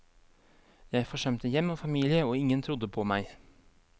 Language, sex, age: Norwegian, male, 23